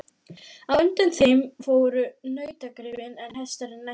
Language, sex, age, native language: Icelandic, female, 12, Icelandic